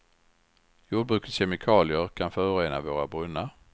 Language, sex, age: Swedish, male, 61